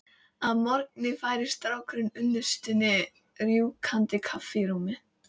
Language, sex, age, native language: Icelandic, female, 18-19, Icelandic